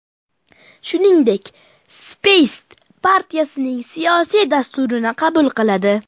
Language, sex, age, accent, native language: Uzbek, male, under 19, Farg'ona, Uzbek